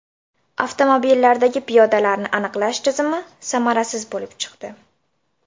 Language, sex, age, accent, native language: Uzbek, female, 18-24, Samarqand, Uzbek